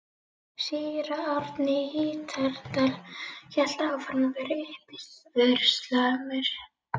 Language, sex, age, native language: Icelandic, female, 11, Icelandic